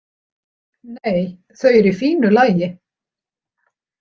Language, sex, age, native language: Icelandic, female, 60-69, Icelandic